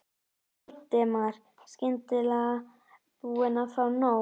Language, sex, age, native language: Icelandic, female, 11, Icelandic